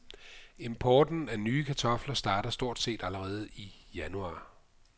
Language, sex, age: Danish, male, 55